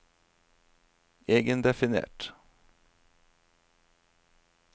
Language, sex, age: Norwegian, male, 47